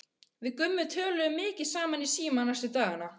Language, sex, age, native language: Icelandic, male, 12, Icelandic